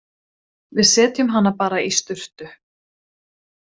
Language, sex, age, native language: Icelandic, female, 20-29, Swedish